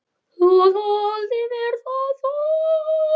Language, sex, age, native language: Icelandic, male, 10, Icelandic